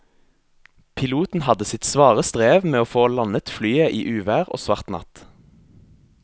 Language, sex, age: Norwegian, male, 22